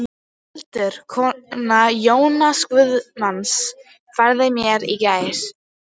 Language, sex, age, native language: Icelandic, female, 12, Icelandic